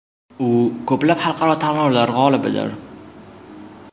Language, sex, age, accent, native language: Uzbek, male, 12-17, Jizzax, Uzbek